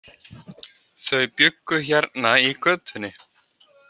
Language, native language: Icelandic, Icelandic